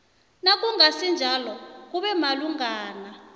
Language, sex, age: South Ndebele, female, 26